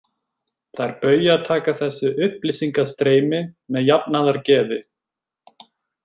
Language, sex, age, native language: Icelandic, male, 20-29, Icelandic